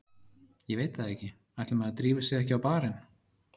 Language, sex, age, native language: Icelandic, male, 30-39, Icelandic